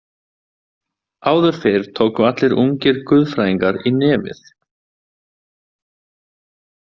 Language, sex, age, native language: Icelandic, male, 20-29, Icelandic